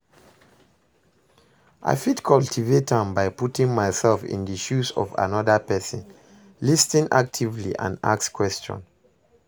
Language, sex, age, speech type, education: Nigerian Pidgin, male, 30-45, read, secondary